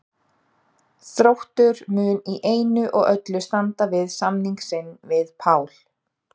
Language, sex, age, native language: Icelandic, female, 30-39, Icelandic